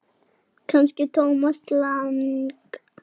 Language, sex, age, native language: Icelandic, female, 8, Icelandic